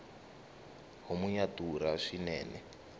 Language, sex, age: Tsonga, male, 19